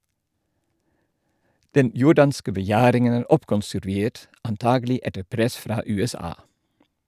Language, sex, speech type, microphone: Norwegian, male, read, Shure